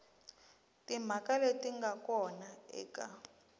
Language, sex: Tsonga, female